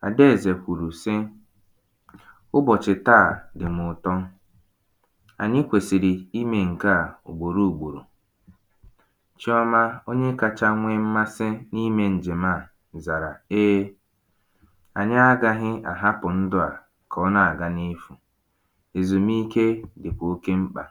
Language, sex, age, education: Igbo, male, 15-29, tertiary